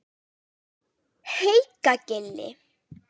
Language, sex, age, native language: Icelandic, female, 18-19, Icelandic